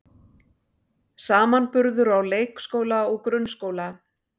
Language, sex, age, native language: Icelandic, female, 60-69, Icelandic